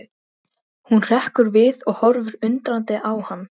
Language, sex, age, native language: Icelandic, female, 13, Icelandic